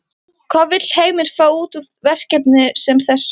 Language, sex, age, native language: Icelandic, female, 13, Icelandic